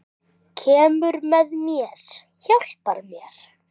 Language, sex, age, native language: Icelandic, male, 10, Icelandic